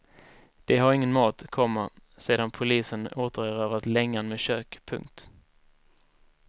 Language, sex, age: Swedish, male, 19